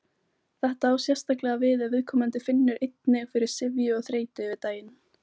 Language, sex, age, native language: Icelandic, female, 18-19, Icelandic